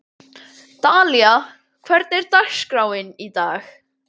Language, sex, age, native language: Icelandic, male, 12, Icelandic